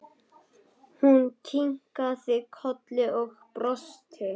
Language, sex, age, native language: Icelandic, male, 8, Icelandic